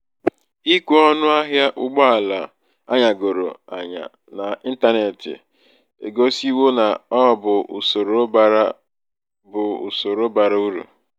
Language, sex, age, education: Igbo, male, 15-29, tertiary